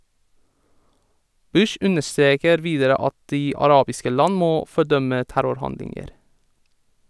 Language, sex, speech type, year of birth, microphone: Norwegian, male, read, 1987, Sennheiser